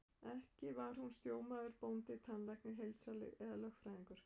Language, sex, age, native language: Icelandic, female, 50-59, Icelandic